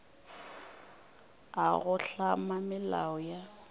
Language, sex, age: Northern Sotho, female, 24